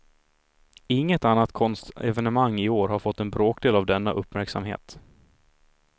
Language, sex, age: Swedish, male, 26